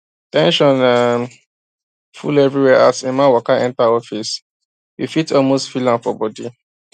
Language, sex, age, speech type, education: Nigerian Pidgin, male, 15-29, spontaneous, tertiary